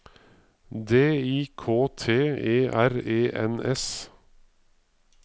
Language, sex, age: Norwegian, male, 55